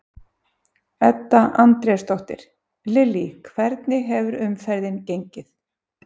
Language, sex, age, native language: Icelandic, female, 50-59, Icelandic